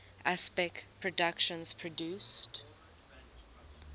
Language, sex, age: English, female, 20